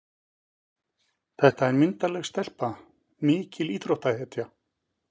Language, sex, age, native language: Icelandic, male, 50-59, Icelandic